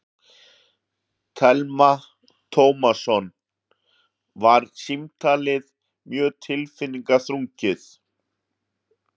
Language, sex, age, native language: Icelandic, male, 40-49, Icelandic